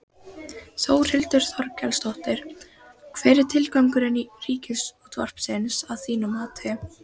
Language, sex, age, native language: Icelandic, female, 12, Icelandic